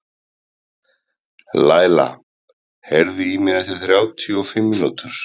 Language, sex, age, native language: Icelandic, male, 30-39, Icelandic